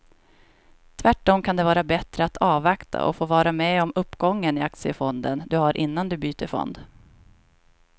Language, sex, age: Swedish, female, 26